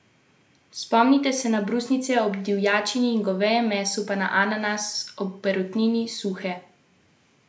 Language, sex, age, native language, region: Slovenian, female, 18-29, Slovenian, Central Slovenia